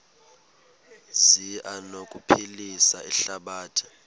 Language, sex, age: Xhosa, male, 22